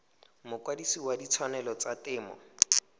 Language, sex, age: Tswana, male, 19